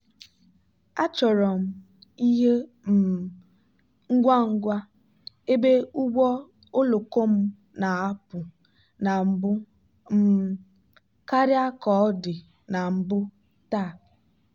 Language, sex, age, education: Igbo, female, 15-29, tertiary